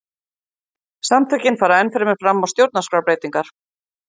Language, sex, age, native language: Icelandic, female, 50-59, Icelandic